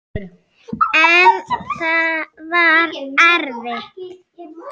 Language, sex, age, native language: Icelandic, female, 6, Icelandic